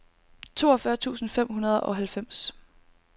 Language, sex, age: Danish, female, 19